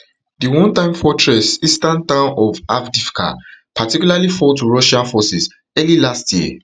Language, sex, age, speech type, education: Nigerian Pidgin, male, 15-29, spontaneous, tertiary